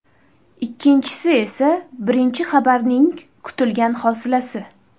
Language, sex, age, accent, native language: Uzbek, female, 18-24, Toshkent shahri, Uzbek